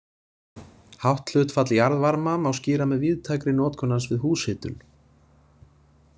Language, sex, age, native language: Icelandic, male, 30-39, Icelandic